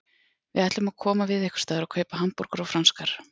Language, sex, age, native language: Icelandic, female, 40-49, Icelandic